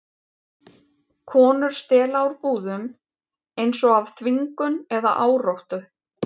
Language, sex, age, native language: Icelandic, female, 50-59, Icelandic